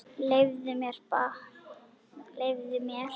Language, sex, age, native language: Icelandic, female, 9, Icelandic